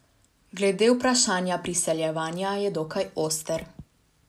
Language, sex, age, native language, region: Slovenian, female, 18-29, Slovenian, Savinja region